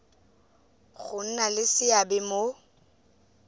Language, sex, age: Tswana, female, 24